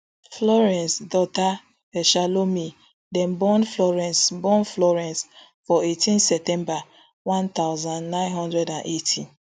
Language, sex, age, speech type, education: Nigerian Pidgin, female, 30-45, spontaneous, tertiary